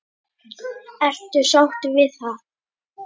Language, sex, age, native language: Icelandic, male, 10, Icelandic